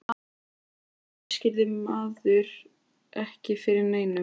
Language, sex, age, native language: Icelandic, male, 13, Icelandic